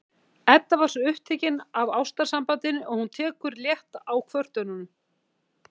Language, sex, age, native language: Icelandic, female, 50-59, Icelandic